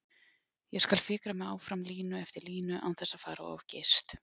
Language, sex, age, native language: Icelandic, female, 40-49, Icelandic